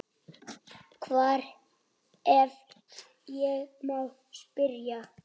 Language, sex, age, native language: Icelandic, male, 7, Icelandic